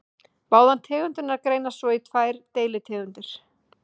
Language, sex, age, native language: Icelandic, female, 30-39, Icelandic